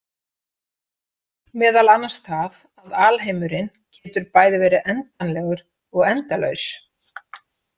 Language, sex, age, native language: Icelandic, female, 50-59, Icelandic